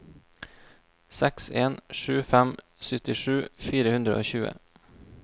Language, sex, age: Norwegian, male, 26